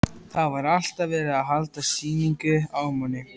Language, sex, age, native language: Icelandic, male, 14, Icelandic